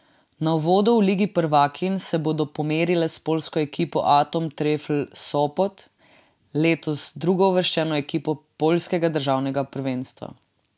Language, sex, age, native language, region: Slovenian, female, 18-29, Slovenian, Drava region